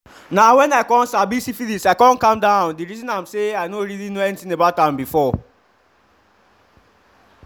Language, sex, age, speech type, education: Nigerian Pidgin, male, 15-29, spontaneous, tertiary